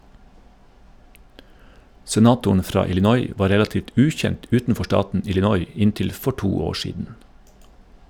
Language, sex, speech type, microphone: Norwegian, male, read, Shure